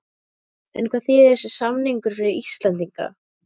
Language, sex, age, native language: Icelandic, female, 12, Icelandic